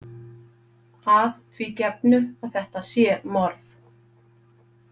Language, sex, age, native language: Icelandic, female, 50-59, Icelandic